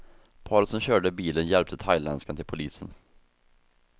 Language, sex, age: Swedish, male, 24